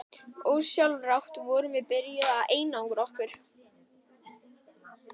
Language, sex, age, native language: Icelandic, female, 11, Icelandic